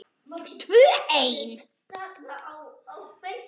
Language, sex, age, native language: Icelandic, male, 10, Icelandic